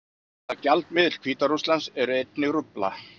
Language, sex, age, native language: Icelandic, male, 40-49, Icelandic